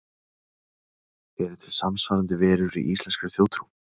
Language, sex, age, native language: Icelandic, male, 30-39, Icelandic